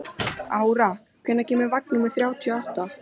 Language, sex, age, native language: Icelandic, female, 13, Icelandic